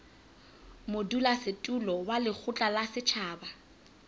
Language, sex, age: Southern Sotho, female, 25